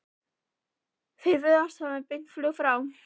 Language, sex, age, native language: Icelandic, female, 11, Icelandic